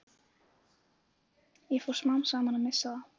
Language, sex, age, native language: Icelandic, female, 15, Icelandic